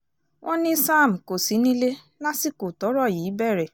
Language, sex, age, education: Yoruba, female, 15-29, tertiary